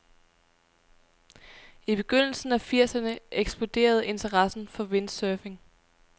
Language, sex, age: Danish, female, 23